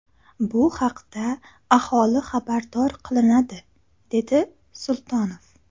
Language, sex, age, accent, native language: Uzbek, female, under 19, Xorazm, Uzbek